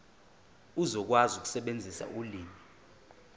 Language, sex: Zulu, male